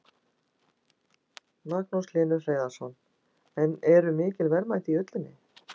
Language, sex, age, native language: Icelandic, female, 60-69, Icelandic